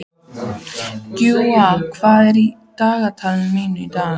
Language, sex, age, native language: Icelandic, female, 14, Icelandic